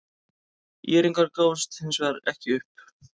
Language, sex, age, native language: Icelandic, male, 30-39, Icelandic